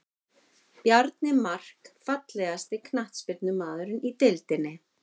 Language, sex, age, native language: Icelandic, female, 50-59, Icelandic